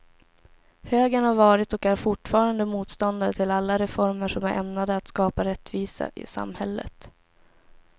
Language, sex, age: Swedish, female, 17